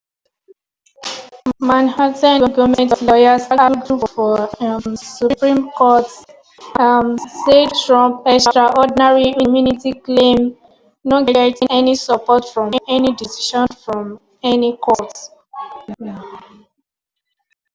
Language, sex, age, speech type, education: Nigerian Pidgin, female, 15-29, spontaneous, secondary